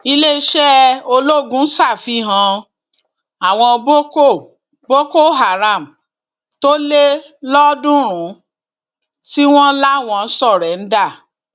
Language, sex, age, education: Yoruba, female, 46-60, tertiary